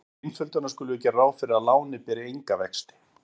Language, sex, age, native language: Icelandic, male, 50-59, Icelandic